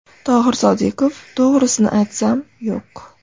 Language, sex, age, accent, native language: Uzbek, female, 25-34, Andijon, Uzbek